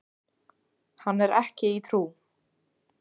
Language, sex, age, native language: Icelandic, female, 16, Icelandic